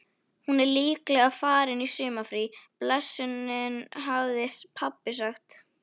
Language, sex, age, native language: Icelandic, female, 11, Icelandic